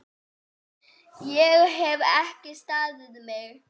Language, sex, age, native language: Icelandic, female, 8, Icelandic